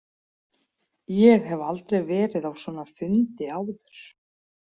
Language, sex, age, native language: Icelandic, female, 40-49, Icelandic